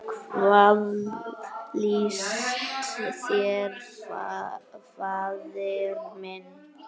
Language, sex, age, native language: Icelandic, male, 8, Icelandic